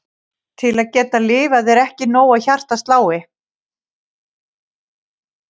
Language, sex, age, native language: Icelandic, female, 50-59, Icelandic